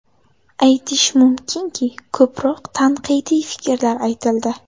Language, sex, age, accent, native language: Uzbek, female, 18-24, Buxoro, Uzbek